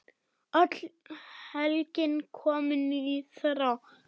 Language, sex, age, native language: Icelandic, male, 8, German